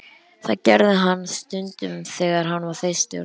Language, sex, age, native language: Icelandic, male, 11, Icelandic